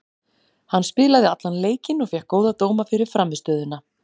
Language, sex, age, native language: Icelandic, female, 40-49, Icelandic